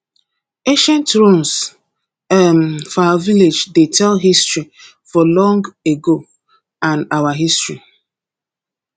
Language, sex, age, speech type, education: Nigerian Pidgin, female, 30-45, spontaneous, tertiary